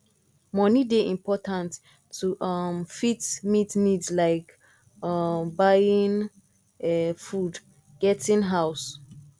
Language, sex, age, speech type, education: Nigerian Pidgin, female, 15-29, spontaneous, tertiary